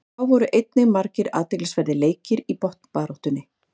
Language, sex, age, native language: Icelandic, female, 50-59, Icelandic